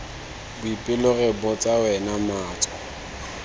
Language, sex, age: Tswana, male, 19